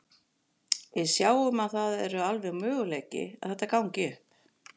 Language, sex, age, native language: Icelandic, female, 40-49, Icelandic